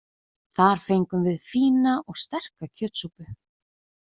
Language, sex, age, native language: Icelandic, female, 20-29, Icelandic